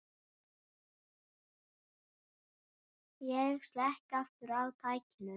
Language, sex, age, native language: Icelandic, male, 9, Icelandic